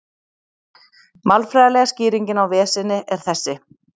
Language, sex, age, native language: Icelandic, female, 30-39, Icelandic